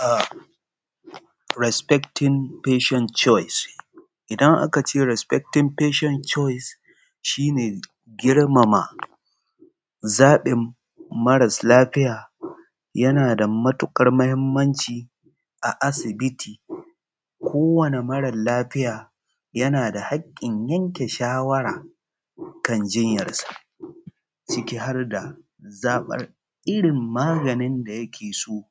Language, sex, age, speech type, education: Hausa, male, 30-45, spontaneous, tertiary